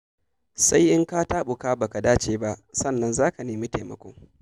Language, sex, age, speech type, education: Hausa, male, 15-29, read, secondary